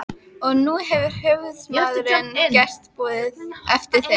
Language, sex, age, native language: Icelandic, female, 12, Icelandic